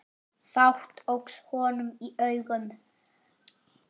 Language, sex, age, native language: Icelandic, male, 8, Icelandic